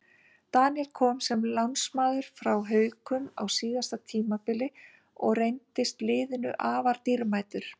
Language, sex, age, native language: Icelandic, female, 50-59, Icelandic